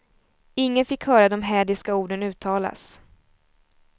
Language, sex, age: Swedish, female, 20